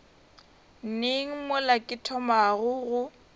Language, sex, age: Northern Sotho, female, 21